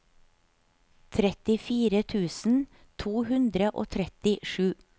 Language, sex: Norwegian, female